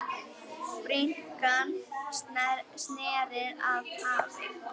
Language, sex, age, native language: Icelandic, female, 10, Icelandic